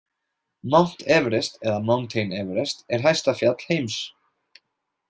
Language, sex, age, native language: Icelandic, male, 20-29, Icelandic